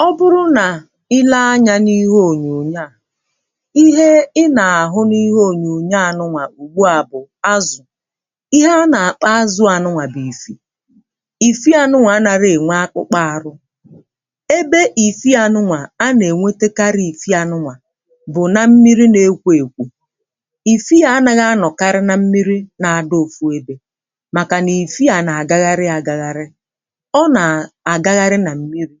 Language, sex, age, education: Igbo, female, 15-29, tertiary